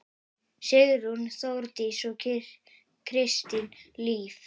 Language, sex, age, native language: Icelandic, female, 9, Icelandic